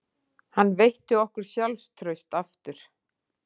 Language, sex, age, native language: Icelandic, female, 40-49, Icelandic